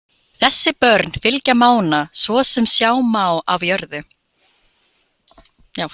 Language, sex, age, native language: Icelandic, female, 20-29, Icelandic